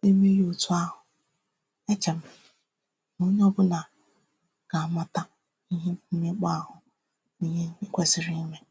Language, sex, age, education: Igbo, female, 15-29, tertiary